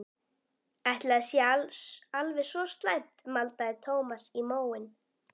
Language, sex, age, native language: Icelandic, female, 12, Icelandic